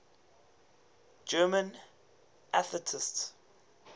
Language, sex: English, male